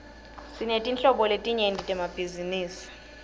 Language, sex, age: Swati, female, 21